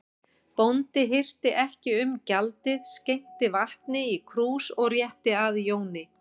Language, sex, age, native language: Icelandic, female, 60-69, Icelandic